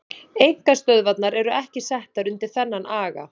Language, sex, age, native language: Icelandic, female, 30-39, Icelandic